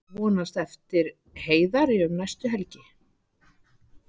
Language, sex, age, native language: Icelandic, female, 60-69, Icelandic